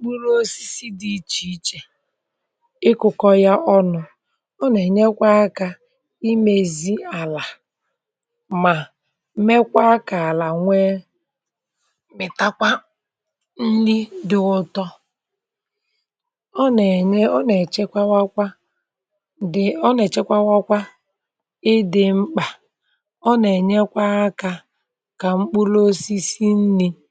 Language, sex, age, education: Igbo, male, 46-60, tertiary